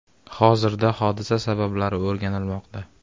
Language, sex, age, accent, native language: Uzbek, male, 18-24, Farg'ona, Uzbek